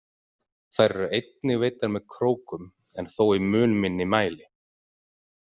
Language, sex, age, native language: Icelandic, male, 40-49, Icelandic